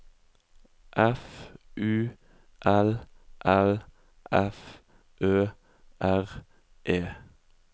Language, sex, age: Norwegian, male, 20